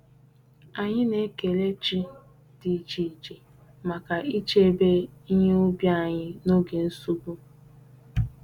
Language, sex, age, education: Igbo, female, 15-29, tertiary